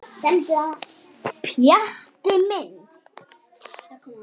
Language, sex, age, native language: Icelandic, female, 7, Icelandic